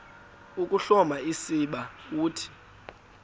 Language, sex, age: Xhosa, male, 19